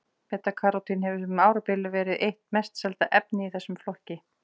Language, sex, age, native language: Icelandic, female, 40-49, Icelandic